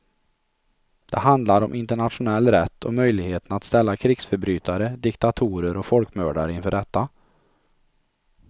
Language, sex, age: Swedish, male, 43